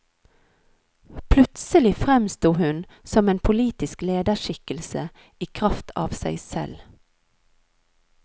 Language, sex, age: Norwegian, female, 39